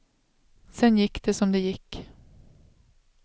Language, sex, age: Swedish, female, 36